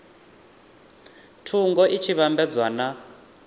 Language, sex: Venda, male